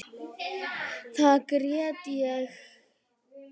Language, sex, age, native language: Icelandic, female, 9, Icelandic